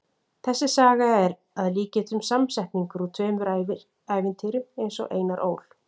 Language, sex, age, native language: Icelandic, female, 40-49, Icelandic